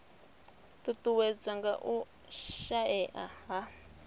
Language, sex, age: Venda, female, 26